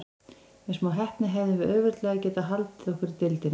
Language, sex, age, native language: Icelandic, female, 20-29, Icelandic